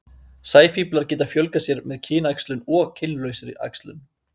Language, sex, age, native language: Icelandic, male, 30-39, Icelandic